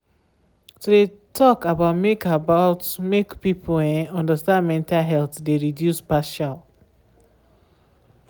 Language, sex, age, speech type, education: Nigerian Pidgin, female, 15-29, spontaneous, tertiary